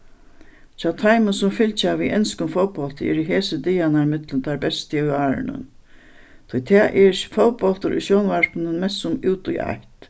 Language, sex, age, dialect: Faroese, female, 61+, Suðuroy